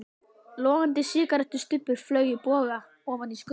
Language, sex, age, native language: Icelandic, female, 11, Icelandic